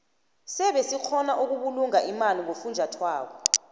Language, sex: South Ndebele, female